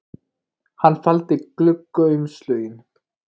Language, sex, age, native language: Icelandic, male, 20-29, Icelandic